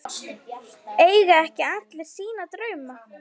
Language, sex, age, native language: Icelandic, female, 9, Icelandic